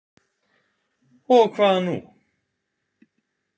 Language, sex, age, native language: Icelandic, male, 20-29, Icelandic